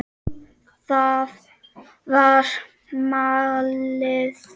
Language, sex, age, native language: Icelandic, male, 5, Czech